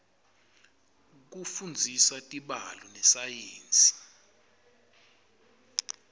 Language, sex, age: Swati, male, 25